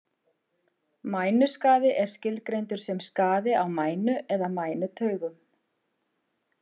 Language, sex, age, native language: Icelandic, female, 50-59, Icelandic